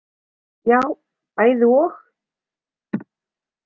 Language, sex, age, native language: Icelandic, female, 30-39, Icelandic